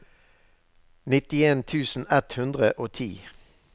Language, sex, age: Norwegian, male, 63